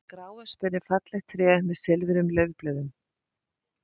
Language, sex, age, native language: Icelandic, female, 50-59, Icelandic